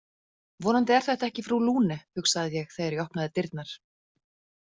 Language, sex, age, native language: Icelandic, female, 40-49, Icelandic